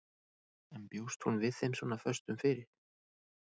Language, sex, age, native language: Icelandic, male, 30-39, Icelandic